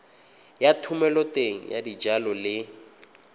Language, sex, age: Tswana, male, 22